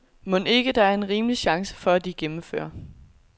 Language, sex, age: Danish, female, 22